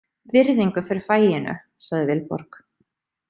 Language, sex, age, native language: Icelandic, female, 30-39, Icelandic